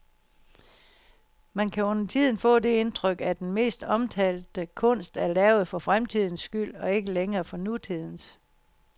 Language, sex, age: Danish, female, 60